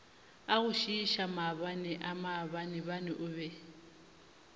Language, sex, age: Northern Sotho, female, 25